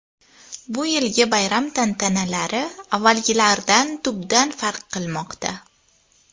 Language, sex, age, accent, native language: Uzbek, female, under 19, Toshkent viloyati, Uzbek